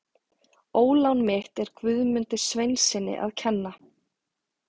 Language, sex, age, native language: Icelandic, female, 40-49, Icelandic